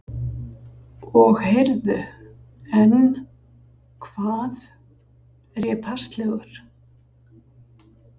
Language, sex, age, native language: Icelandic, female, 50-59, Icelandic